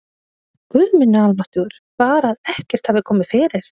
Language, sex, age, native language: Icelandic, female, 30-39, Icelandic